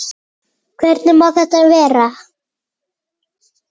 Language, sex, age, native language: Icelandic, male, 8, Icelandic